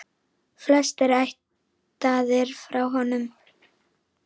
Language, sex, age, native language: Icelandic, female, 10, Icelandic